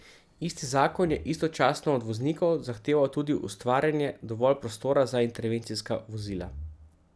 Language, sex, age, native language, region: Slovenian, male, 30-49, Slovenian, Central Slovenia